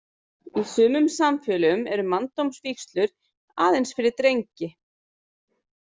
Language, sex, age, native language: Icelandic, female, 30-39, Icelandic